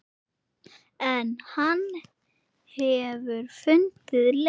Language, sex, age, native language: Icelandic, female, 8, Icelandic